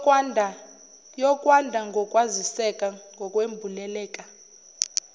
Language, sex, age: Zulu, female, 29